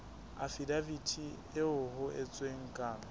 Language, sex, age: Southern Sotho, male, 20